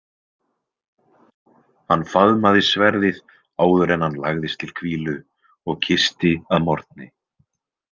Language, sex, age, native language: Icelandic, male, 20-29, Icelandic